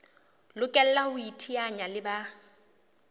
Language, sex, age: Southern Sotho, female, 20